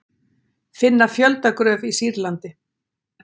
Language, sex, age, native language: Icelandic, female, 60-69, Icelandic